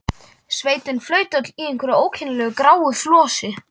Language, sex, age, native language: Icelandic, male, 12, Icelandic